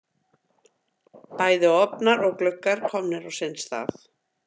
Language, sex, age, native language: Icelandic, female, 50-59, Icelandic